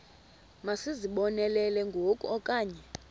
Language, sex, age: Xhosa, female, 24